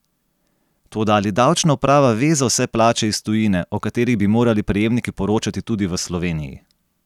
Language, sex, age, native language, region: Slovenian, male, 30-49, Slovenian, Gorenjska region